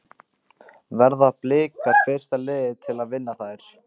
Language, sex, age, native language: Icelandic, male, 14, Icelandic